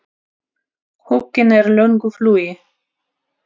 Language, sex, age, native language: Icelandic, female, 30-39, Russian